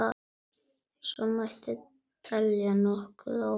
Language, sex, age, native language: Icelandic, male, 9, Icelandic